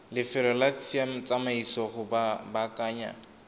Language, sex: Tswana, male